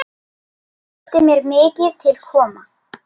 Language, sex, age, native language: Icelandic, female, 10, Icelandic